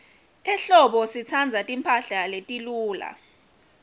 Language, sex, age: Swati, female, 22